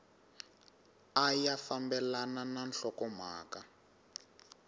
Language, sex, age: Tsonga, male, 19